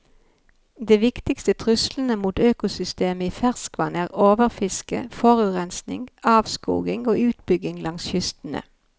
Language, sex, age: Norwegian, female, 51